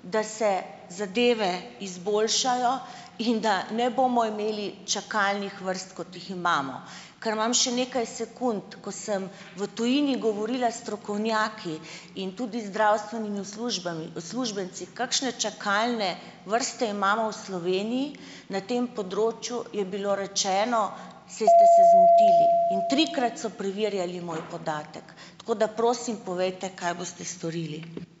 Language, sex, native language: Slovenian, female, Slovenian